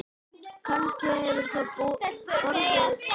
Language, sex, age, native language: Icelandic, female, 9, Icelandic